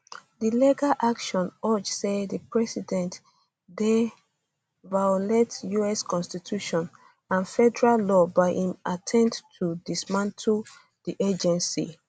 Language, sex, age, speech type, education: Nigerian Pidgin, female, 15-29, spontaneous, tertiary